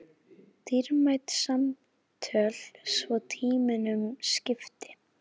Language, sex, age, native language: Icelandic, female, 10, Icelandic